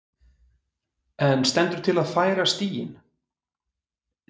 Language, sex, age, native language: Icelandic, male, 40-49, Icelandic